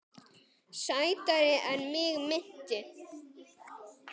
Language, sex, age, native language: Icelandic, male, 10, Icelandic